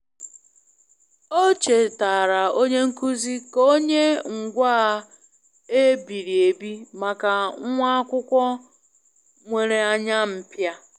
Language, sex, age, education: Igbo, female, 15-29, tertiary